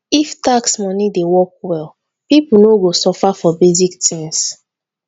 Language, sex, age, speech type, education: Nigerian Pidgin, female, 46-60, spontaneous, tertiary